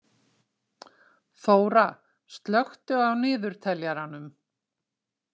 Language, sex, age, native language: Icelandic, female, 60-69, Icelandic